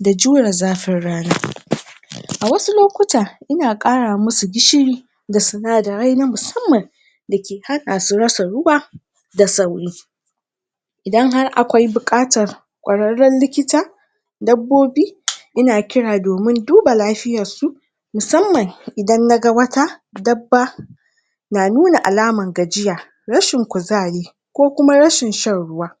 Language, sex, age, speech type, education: Hausa, female, 60+, spontaneous, tertiary